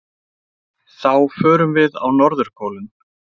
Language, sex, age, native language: Icelandic, male, 20-29, Icelandic